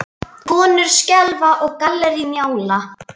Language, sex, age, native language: Icelandic, female, 9, Icelandic